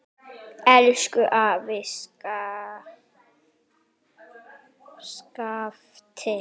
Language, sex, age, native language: Icelandic, female, 9, Icelandic